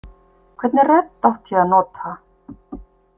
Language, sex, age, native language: Icelandic, female, 50-59, Icelandic